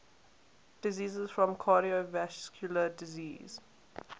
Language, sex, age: English, female, 18